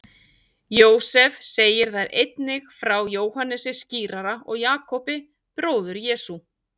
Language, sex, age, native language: Icelandic, female, 40-49, Icelandic